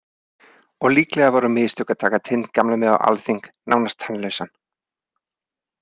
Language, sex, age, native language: Icelandic, male, 30-39, Icelandic